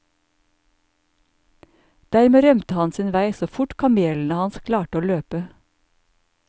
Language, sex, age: Norwegian, male, 54